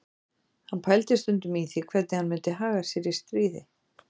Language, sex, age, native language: Icelandic, female, 40-49, Icelandic